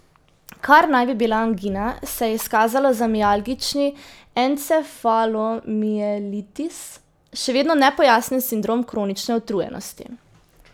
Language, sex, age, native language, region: Slovenian, female, 18-29, Slovenian, Drava region